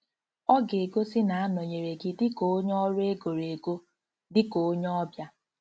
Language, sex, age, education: Igbo, female, 15-29, tertiary